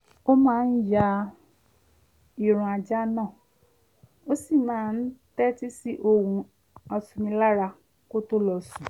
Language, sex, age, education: Yoruba, female, 30-45, tertiary